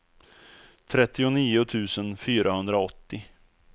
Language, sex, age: Swedish, male, 34